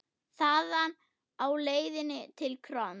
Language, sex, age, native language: Icelandic, female, 8, German